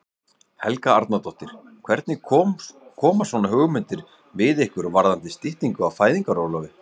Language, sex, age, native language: Icelandic, male, 40-49, Icelandic